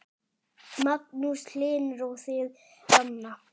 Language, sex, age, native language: Icelandic, male, 10, Icelandic